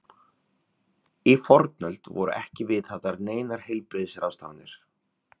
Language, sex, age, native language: Icelandic, male, 30-39, Icelandic